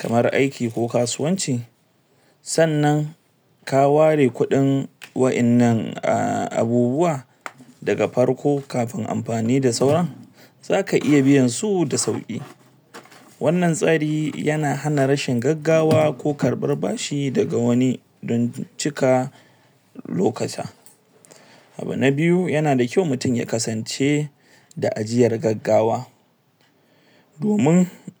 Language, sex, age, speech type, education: Hausa, male, 60+, spontaneous, tertiary